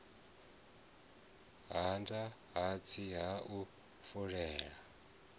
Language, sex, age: Venda, male, 34